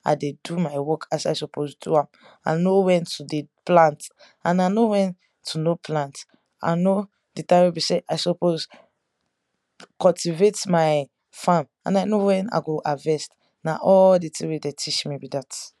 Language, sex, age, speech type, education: Nigerian Pidgin, female, 15-29, spontaneous, tertiary